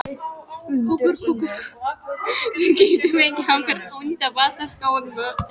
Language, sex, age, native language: Icelandic, female, 18-19, Polish